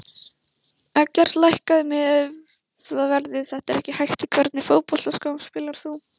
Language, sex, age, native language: Icelandic, female, 16, Icelandic